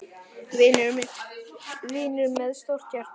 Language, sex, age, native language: Icelandic, male, 9, Icelandic